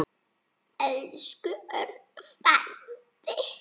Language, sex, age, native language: Icelandic, male, 9, Icelandic